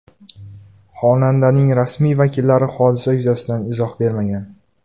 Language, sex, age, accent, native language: Uzbek, male, 18-24, Jizzax, Uzbek